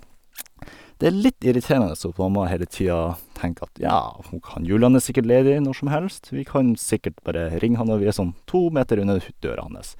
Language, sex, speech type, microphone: Norwegian, male, spontaneous, Sennheiser